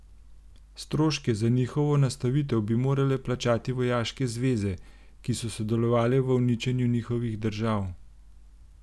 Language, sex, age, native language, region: Slovenian, male, 30-49, Slovenian, Gorenjska region